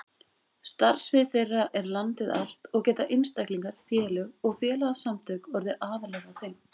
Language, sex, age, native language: Icelandic, female, 20-29, Icelandic